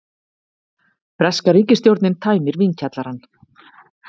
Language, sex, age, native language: Icelandic, female, 50-59, Icelandic